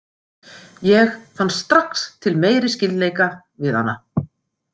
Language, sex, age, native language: Icelandic, female, 50-59, Icelandic